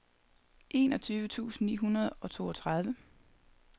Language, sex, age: Danish, female, 30